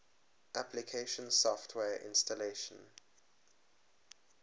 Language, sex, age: English, male, 23